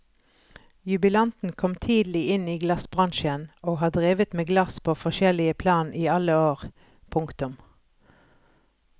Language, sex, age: Norwegian, female, 43